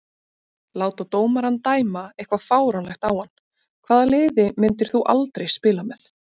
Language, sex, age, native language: Icelandic, female, 30-39, Icelandic